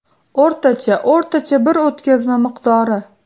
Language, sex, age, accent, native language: Uzbek, female, 18-24, Farg'ona, Uzbek